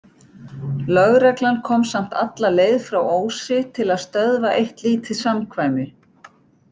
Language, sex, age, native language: Icelandic, female, 60-69, Icelandic